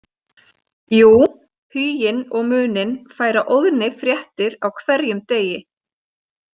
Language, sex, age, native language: Icelandic, female, 30-39, Icelandic